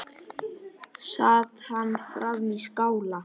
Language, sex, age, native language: Icelandic, male, 10, Icelandic